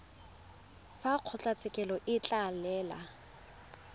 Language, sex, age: Tswana, female, 20